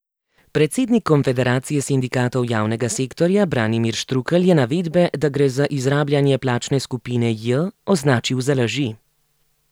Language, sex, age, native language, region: Slovenian, female, 30-49, Slovenian, Gorenjska region